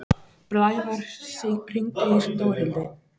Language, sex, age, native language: Icelandic, female, 15, Icelandic